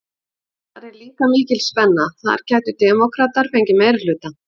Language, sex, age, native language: Icelandic, female, 50-59, Icelandic